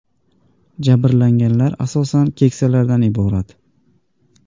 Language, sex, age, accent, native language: Uzbek, male, 18-24, Andijon, Uzbek